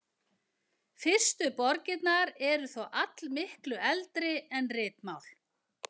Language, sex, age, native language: Icelandic, female, 50-59, Icelandic